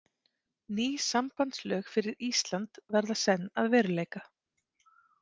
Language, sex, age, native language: Icelandic, female, 30-39, Icelandic